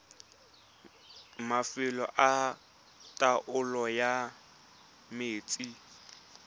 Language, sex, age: Tswana, male, 20